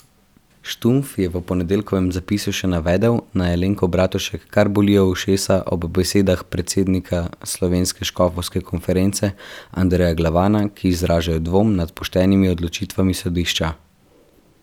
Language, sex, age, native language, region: Slovenian, male, 12-17, Slovenian, Central Slovenia